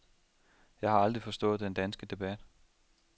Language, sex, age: Danish, male, 27